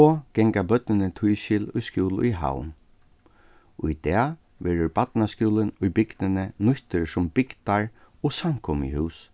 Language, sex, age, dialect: Faroese, male, 36-60, Suðurstreymoy